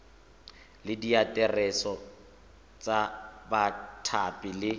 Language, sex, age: Tswana, male, 25